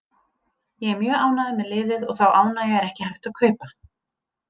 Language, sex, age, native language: Icelandic, female, 30-39, Icelandic